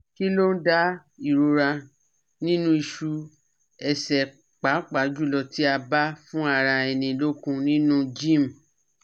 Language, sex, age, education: Yoruba, female, 30-45, tertiary